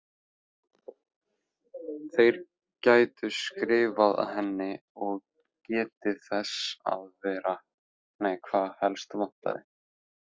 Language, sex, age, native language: Icelandic, male, 15, Icelandic